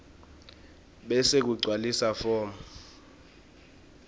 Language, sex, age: Swati, male, 23